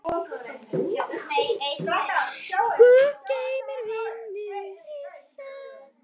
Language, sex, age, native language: Icelandic, female, 9, Icelandic